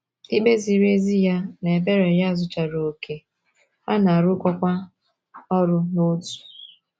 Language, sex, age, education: Igbo, female, 15-29, tertiary